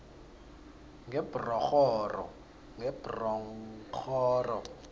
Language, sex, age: South Ndebele, male, 26